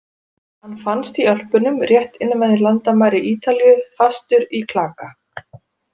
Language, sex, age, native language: Icelandic, female, 40-49, Icelandic